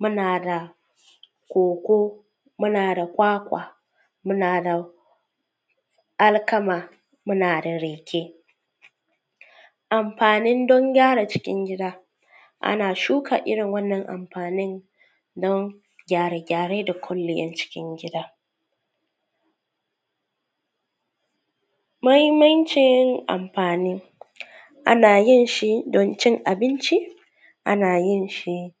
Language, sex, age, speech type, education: Hausa, female, 15-29, spontaneous, tertiary